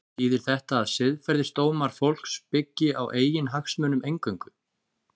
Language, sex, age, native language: Icelandic, male, 30-39, Icelandic